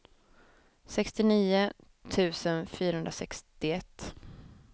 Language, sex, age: Swedish, female, 23